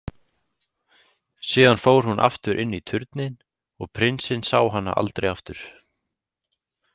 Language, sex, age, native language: Icelandic, male, 18-19, Icelandic